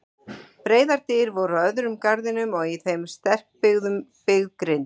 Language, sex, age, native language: Icelandic, female, 40-49, Icelandic